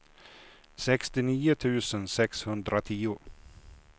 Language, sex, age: Swedish, male, 56